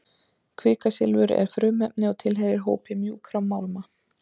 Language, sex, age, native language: Icelandic, female, 30-39, Icelandic